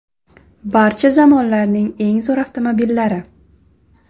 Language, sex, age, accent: Uzbek, female, 18-24, Toshkent shahri